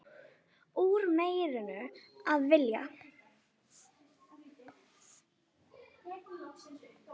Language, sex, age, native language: Icelandic, female, 9, Icelandic